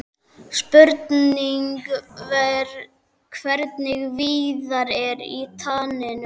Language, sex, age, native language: Icelandic, male, 12, Icelandic